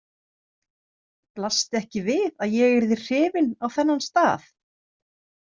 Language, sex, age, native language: Icelandic, female, 30-39, Icelandic